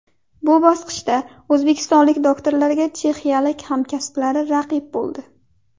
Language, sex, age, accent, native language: Uzbek, female, 18-24, Qashqadaryo, Uzbek